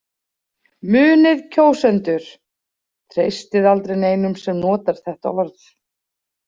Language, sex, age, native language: Icelandic, female, 40-49, Icelandic